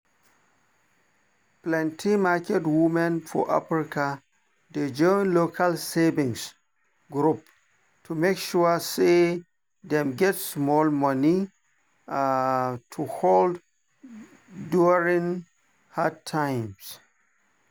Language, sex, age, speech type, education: Nigerian Pidgin, male, 30-45, spontaneous, tertiary